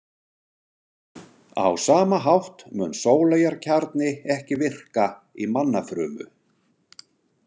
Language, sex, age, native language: Icelandic, male, 60-69, Icelandic